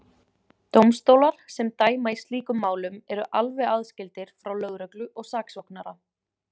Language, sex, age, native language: Icelandic, female, 20-29, Icelandic